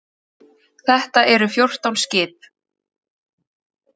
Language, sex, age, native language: Icelandic, female, 8, Icelandic